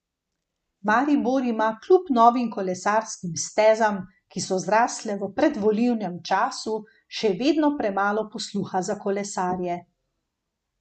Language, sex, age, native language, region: Slovenian, female, 50-59, Slovenian, Gorenjska region